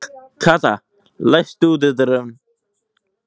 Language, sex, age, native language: Icelandic, male, 18-19, Icelandic